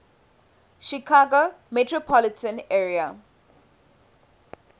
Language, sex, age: English, female, 18